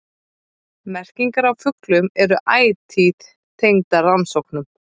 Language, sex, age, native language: Icelandic, female, 30-39, Icelandic